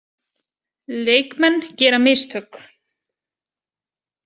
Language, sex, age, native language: Icelandic, female, 20-29, Icelandic